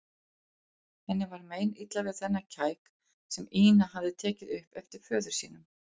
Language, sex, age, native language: Icelandic, female, 40-49, Icelandic